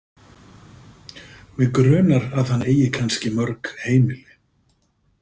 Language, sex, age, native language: Icelandic, male, 50-59, Icelandic